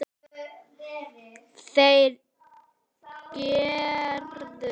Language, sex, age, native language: Icelandic, male, 8, Icelandic